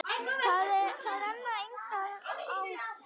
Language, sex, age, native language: Icelandic, female, 10, Icelandic